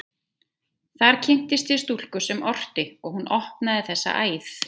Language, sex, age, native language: Icelandic, female, 30-39, Icelandic